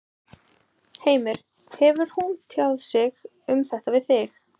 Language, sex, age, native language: Icelandic, female, 30-39, Icelandic